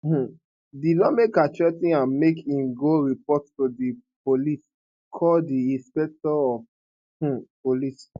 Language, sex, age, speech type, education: Nigerian Pidgin, male, 15-29, spontaneous, tertiary